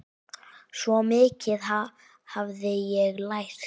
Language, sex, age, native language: Icelandic, female, 9, Icelandic